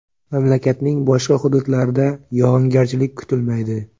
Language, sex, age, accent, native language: Uzbek, male, 18-24, Xorazm, Uzbek